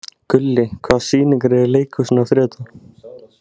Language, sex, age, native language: Icelandic, male, 16, Icelandic